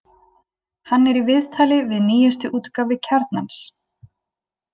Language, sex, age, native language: Icelandic, female, 20-29, Icelandic